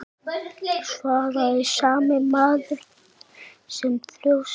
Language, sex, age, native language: Icelandic, male, 8, Icelandic